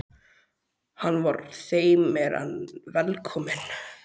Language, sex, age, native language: Icelandic, male, 12, Icelandic